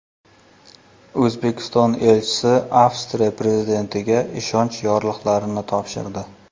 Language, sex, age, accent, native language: Uzbek, male, 35+, Surxondaryo, Uzbek